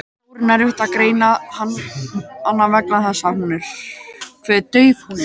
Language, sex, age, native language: Icelandic, male, 18-19, Icelandic